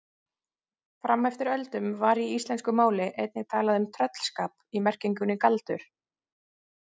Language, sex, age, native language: Icelandic, female, 30-39, Icelandic